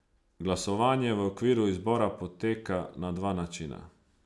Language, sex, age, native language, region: Slovenian, male, 30-49, Slovenian, Savinja region